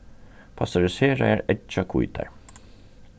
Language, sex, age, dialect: Faroese, male, 36-60, Norðurstreymoy/Eysturoy